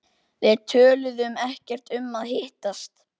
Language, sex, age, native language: Icelandic, male, 12, Icelandic